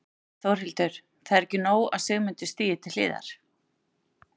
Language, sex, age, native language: Icelandic, female, 40-49, Icelandic